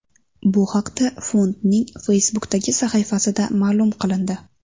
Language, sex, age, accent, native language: Uzbek, female, 18-24, Sirdaryo, Uzbek